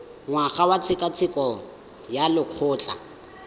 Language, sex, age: Tswana, male, 19